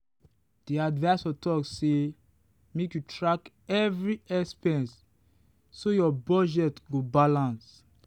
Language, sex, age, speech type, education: Nigerian Pidgin, male, 15-29, spontaneous, tertiary